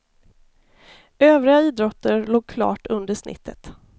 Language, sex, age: Swedish, female, 33